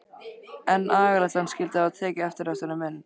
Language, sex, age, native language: Icelandic, male, 13, Icelandic